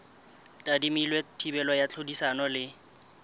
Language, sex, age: Southern Sotho, male, 21